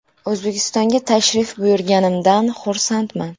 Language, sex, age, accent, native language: Uzbek, female, 19-29, Toshkent viloyati, Uzbek